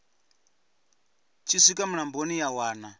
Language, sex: Venda, male